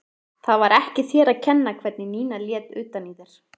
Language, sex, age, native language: Icelandic, female, 30-39, Icelandic